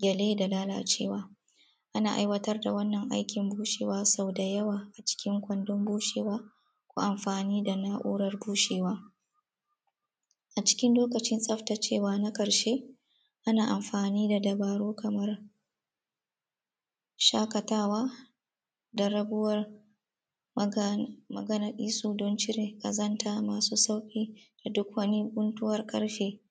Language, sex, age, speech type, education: Hausa, female, 30-45, spontaneous, tertiary